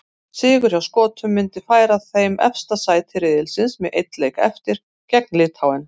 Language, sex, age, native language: Icelandic, female, 50-59, Icelandic